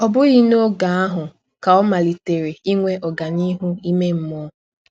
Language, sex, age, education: Igbo, female, 15-29, tertiary